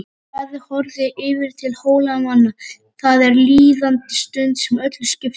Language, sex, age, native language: Icelandic, female, 30-39, Icelandic